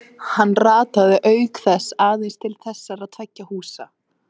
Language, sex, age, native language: Icelandic, female, 13, Icelandic